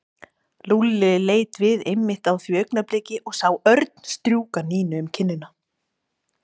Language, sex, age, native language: Icelandic, female, 20-29, Icelandic